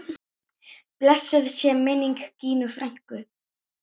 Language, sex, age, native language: Icelandic, female, 9, Icelandic